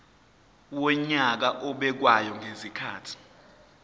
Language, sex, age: Zulu, male, 20